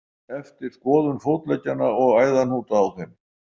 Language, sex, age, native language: Icelandic, male, 80-89, Icelandic